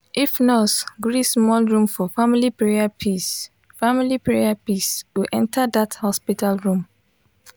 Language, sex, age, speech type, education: Nigerian Pidgin, female, 15-29, spontaneous, tertiary